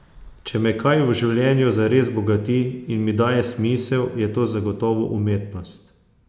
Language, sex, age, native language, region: Slovenian, male, 30-49, Slovenian, Posavska region